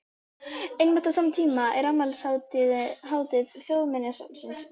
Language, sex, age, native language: Icelandic, female, 12, Icelandic